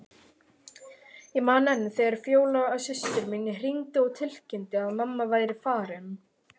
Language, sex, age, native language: Icelandic, male, 18-19, Icelandic